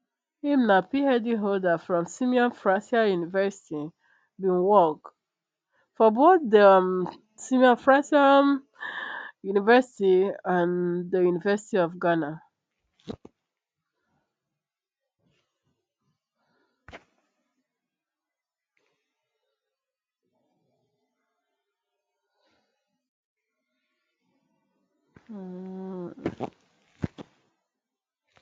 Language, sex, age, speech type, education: Nigerian Pidgin, female, 15-29, spontaneous, tertiary